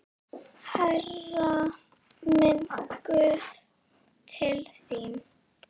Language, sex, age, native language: Icelandic, female, 9, Icelandic